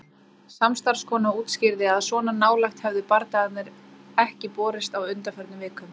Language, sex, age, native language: Icelandic, female, 30-39, Icelandic